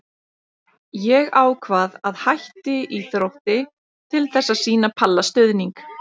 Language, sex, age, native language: Icelandic, female, 30-39, Icelandic